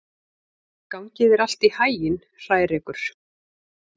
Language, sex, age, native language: Icelandic, female, 40-49, Icelandic